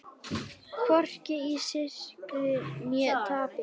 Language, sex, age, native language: Icelandic, female, 10, Icelandic